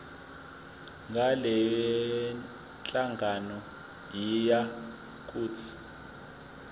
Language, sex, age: Zulu, male, 20